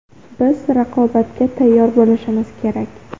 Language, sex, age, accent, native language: Uzbek, female, under 19, Xorazm, Uzbek